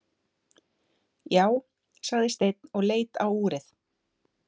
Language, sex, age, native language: Icelandic, female, 30-39, Icelandic